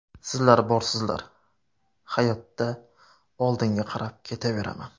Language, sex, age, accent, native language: Uzbek, male, 25-34, Surxondaryo, Uzbek